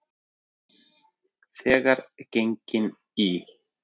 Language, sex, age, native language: Icelandic, male, 40-49, Icelandic